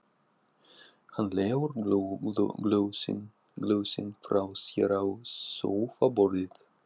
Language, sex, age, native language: Icelandic, male, 40-49, Russian